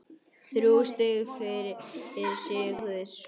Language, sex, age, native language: Icelandic, male, 9, Icelandic